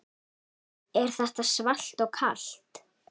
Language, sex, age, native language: Icelandic, female, 8, Icelandic